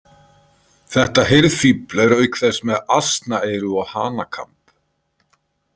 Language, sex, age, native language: Icelandic, male, 50-59, Icelandic